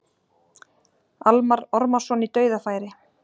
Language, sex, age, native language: Icelandic, female, 40-49, Icelandic